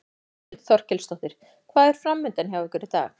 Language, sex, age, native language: Icelandic, female, 14, Icelandic